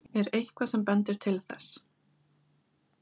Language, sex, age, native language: Icelandic, female, 20-29, Icelandic